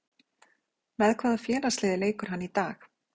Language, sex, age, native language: Icelandic, female, 40-49, Icelandic